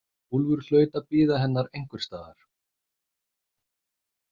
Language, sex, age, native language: Icelandic, male, 30-39, Icelandic